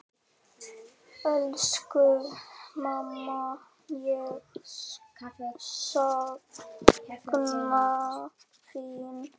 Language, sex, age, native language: Icelandic, female, 9, Icelandic